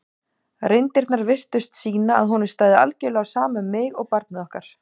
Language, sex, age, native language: Icelandic, female, 18-19, Icelandic